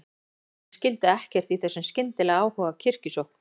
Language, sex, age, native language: Icelandic, female, 14, Icelandic